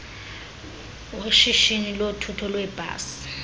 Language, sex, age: Xhosa, female, 22